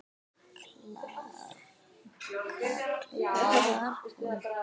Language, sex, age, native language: Icelandic, female, 10, Icelandic